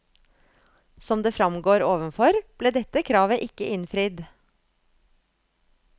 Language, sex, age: Norwegian, female, 35